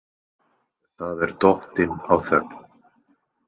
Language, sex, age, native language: Icelandic, male, 20-29, Icelandic